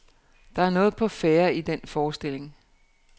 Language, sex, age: Danish, female, 49